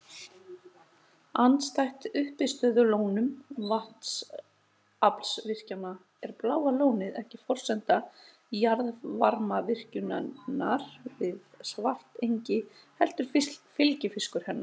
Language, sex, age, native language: Icelandic, male, 30-39, Icelandic